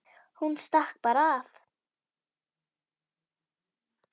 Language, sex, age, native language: Icelandic, female, 10, Icelandic